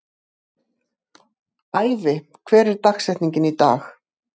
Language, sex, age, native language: Icelandic, female, 50-59, Icelandic